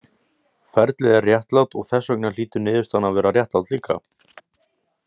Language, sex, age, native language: Icelandic, male, 18-19, Icelandic